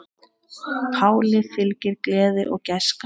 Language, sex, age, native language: Icelandic, female, 8, Icelandic